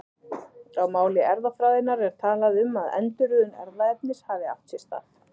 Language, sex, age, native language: Icelandic, female, 30-39, Icelandic